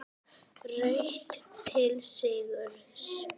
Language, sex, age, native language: Icelandic, female, 18-19, Icelandic